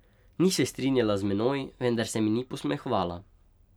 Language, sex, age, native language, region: Slovenian, male, 18-29, Slovenian, Pomurje region